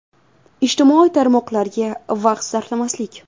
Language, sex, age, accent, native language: Uzbek, female, 19-29, Buxoro, Uzbek